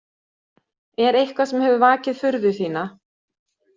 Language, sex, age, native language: Icelandic, female, 60-69, Swedish